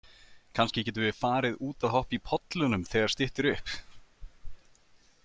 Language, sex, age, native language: Icelandic, male, 30-39, Icelandic